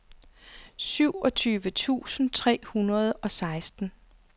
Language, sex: Danish, female